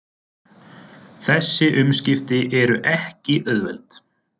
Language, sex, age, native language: Icelandic, male, 20-29, Icelandic